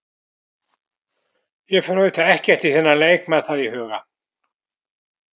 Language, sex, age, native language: Icelandic, male, 70-79, Icelandic